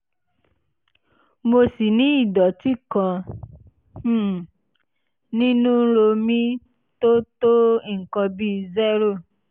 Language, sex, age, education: Yoruba, female, 15-29, tertiary